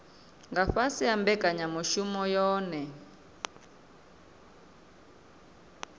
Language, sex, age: Venda, female, 26